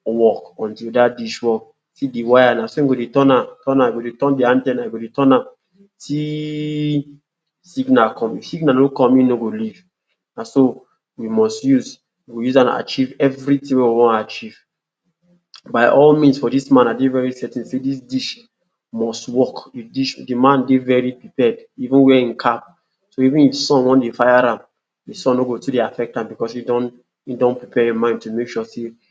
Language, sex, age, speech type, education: Nigerian Pidgin, male, 46-60, spontaneous, tertiary